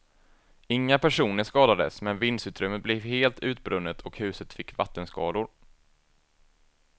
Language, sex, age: Swedish, male, 24